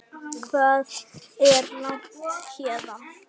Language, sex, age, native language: Icelandic, female, 9, Icelandic